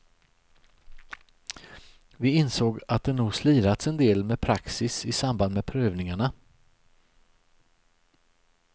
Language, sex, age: Swedish, male, 63